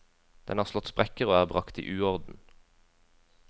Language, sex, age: Norwegian, female, 20